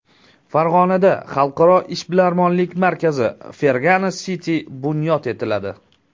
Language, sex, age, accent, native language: Uzbek, male, 19-29, Surxondaryo, Uzbek